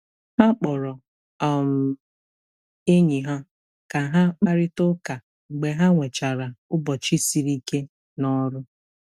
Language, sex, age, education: Igbo, female, 30-45, tertiary